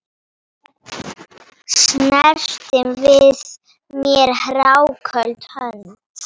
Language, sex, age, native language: Icelandic, female, 9, Polish